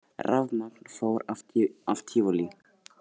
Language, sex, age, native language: Icelandic, male, 18-19, Icelandic